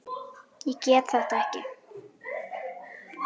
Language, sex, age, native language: Icelandic, female, 10, Icelandic